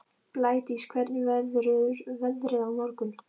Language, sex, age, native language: Icelandic, female, 13, Icelandic